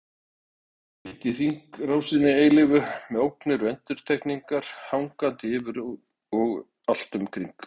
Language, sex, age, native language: Icelandic, male, 60-69, Icelandic